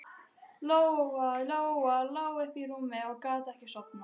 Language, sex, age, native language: Icelandic, other, 12, Icelandic